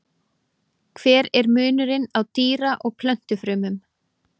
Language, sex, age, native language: Icelandic, female, 18-19, Icelandic